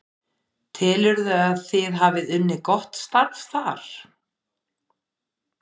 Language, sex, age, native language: Icelandic, female, 50-59, Icelandic